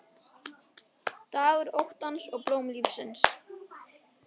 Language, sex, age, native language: Icelandic, female, 10, Icelandic